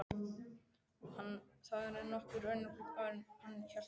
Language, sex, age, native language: Icelandic, male, 12, Icelandic